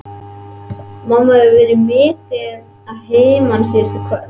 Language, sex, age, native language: Icelandic, male, 11, Icelandic